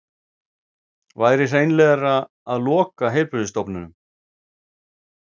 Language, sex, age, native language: Icelandic, male, 40-49, Icelandic